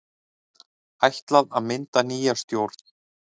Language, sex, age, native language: Icelandic, male, 30-39, Icelandic